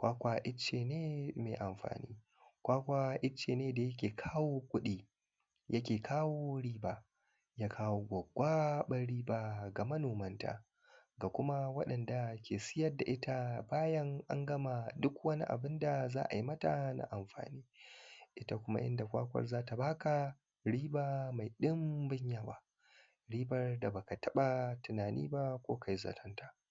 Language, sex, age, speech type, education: Hausa, male, 15-29, spontaneous, primary